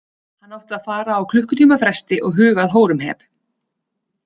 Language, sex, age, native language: Icelandic, female, 30-39, Icelandic